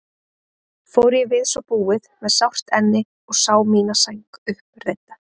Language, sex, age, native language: Icelandic, female, 20-29, Icelandic